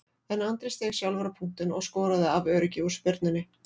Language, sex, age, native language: Icelandic, female, 40-49, Icelandic